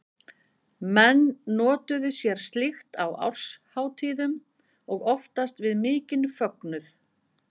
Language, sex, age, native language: Icelandic, female, 50-59, Icelandic